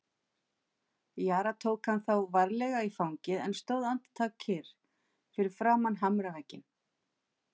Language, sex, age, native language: Icelandic, female, 50-59, Icelandic